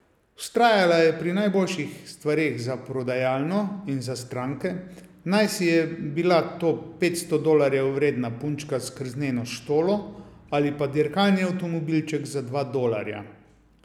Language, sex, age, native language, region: Slovenian, male, 50-59, Slovenian, Savinja region